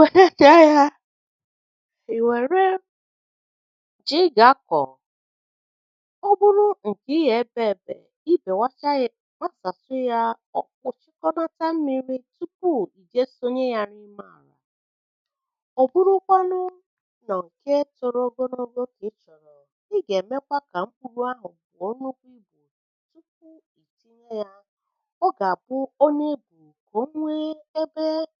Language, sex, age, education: Igbo, female, 30-45, tertiary